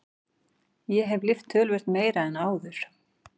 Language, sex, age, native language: Icelandic, female, 40-49, Icelandic